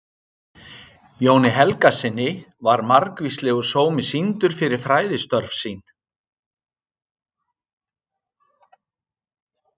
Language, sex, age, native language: Icelandic, male, 60-69, Icelandic